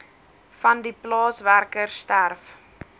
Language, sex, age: Afrikaans, female, 19